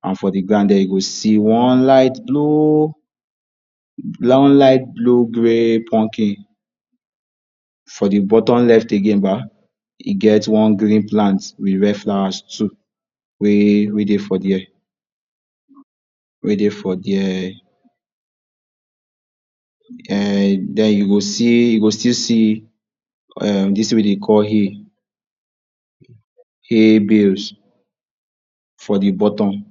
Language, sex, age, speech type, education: Nigerian Pidgin, male, 46-60, spontaneous, tertiary